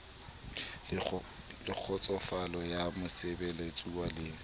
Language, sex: Southern Sotho, male